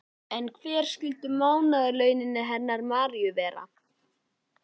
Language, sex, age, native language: Icelandic, male, 11, Icelandic